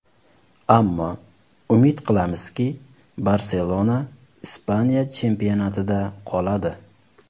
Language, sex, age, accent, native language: Uzbek, male, 19-29, Surxondaryo, Uzbek